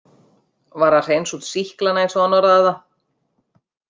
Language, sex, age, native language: Icelandic, female, 50-59, Icelandic